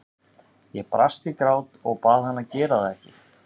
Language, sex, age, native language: Icelandic, male, 30-39, Icelandic